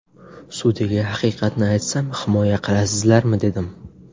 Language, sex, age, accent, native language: Uzbek, male, 18-24, Navoiy, Uzbek